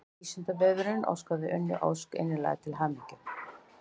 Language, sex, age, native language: Icelandic, female, 50-59, Icelandic